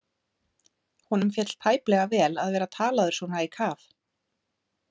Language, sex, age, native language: Icelandic, female, 30-39, Icelandic